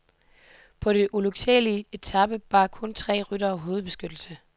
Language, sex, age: Danish, female, 18